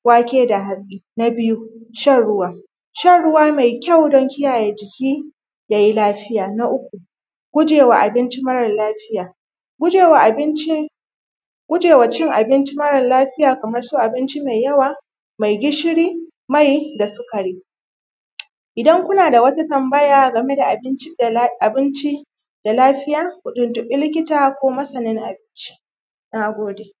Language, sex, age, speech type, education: Hausa, female, 30-45, spontaneous, primary